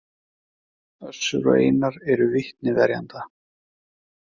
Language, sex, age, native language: Icelandic, male, 30-39, Icelandic